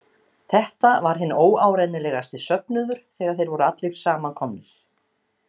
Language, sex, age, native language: Icelandic, female, 60-69, Icelandic